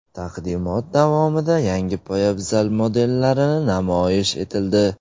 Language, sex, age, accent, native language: Uzbek, male, 18-24, Surxondaryo, Uzbek